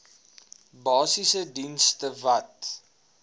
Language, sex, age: Afrikaans, male, 19